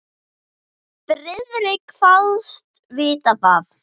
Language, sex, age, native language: Icelandic, female, 10, Icelandic